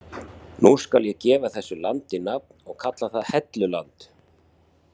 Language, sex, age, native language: Icelandic, male, 40-49, Icelandic